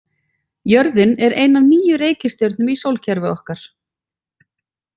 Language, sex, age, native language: Icelandic, female, 40-49, Icelandic